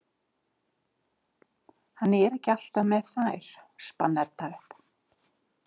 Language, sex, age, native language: Icelandic, female, 50-59, Icelandic